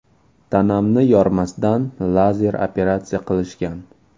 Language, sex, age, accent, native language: Uzbek, male, 18-24, Toshkent viloyati, Uzbek